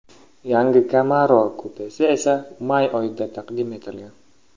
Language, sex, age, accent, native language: Uzbek, male, under 19, Qashqadaryo, Uzbek